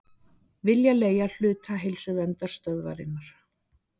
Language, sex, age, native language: Icelandic, female, 60-69, Icelandic